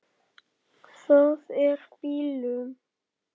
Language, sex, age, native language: Icelandic, male, 9, Icelandic